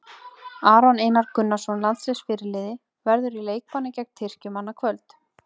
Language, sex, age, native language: Icelandic, female, 30-39, Icelandic